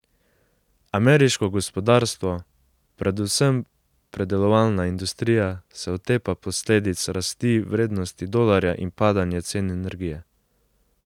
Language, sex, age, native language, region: Slovenian, male, 18-29, Slovenian, Savinja region